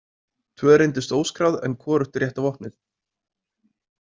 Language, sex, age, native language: Icelandic, male, 20-29, Icelandic